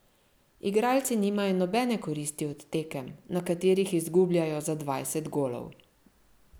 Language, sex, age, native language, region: Slovenian, female, 50-59, Slovenian, Central Slovenia